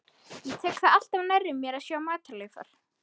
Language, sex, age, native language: Icelandic, male, 13, Icelandic